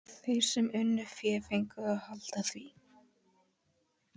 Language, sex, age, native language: Icelandic, female, 11, Icelandic